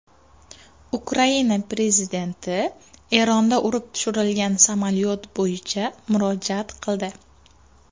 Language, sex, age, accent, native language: Uzbek, female, 19-29, Farg'ona, Uzbek